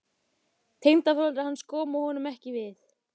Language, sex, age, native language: Icelandic, female, 15, Icelandic